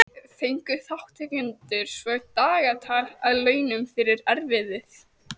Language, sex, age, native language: Icelandic, female, 18-19, Icelandic